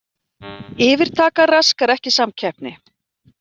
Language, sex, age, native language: Icelandic, female, 40-49, Icelandic